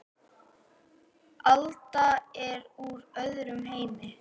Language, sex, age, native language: Icelandic, male, 8, Icelandic